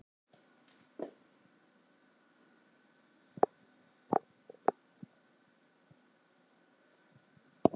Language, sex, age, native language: Icelandic, male, 60-69, Icelandic